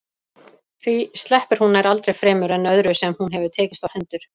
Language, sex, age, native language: Icelandic, female, 30-39, Icelandic